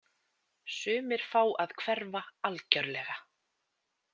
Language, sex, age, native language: Icelandic, female, 20-29, Icelandic